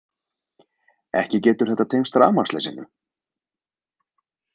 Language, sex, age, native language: Icelandic, male, 20-29, Icelandic